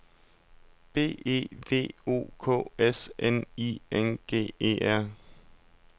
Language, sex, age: Danish, male, 32